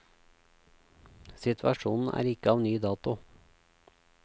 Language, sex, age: Norwegian, male, 36